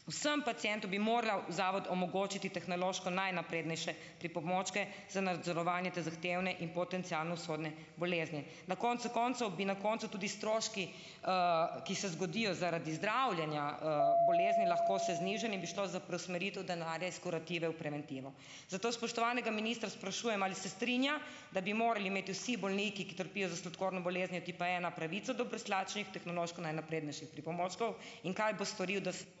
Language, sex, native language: Slovenian, female, Slovenian